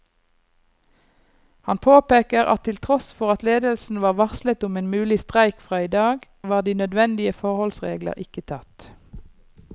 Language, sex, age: Norwegian, female, 39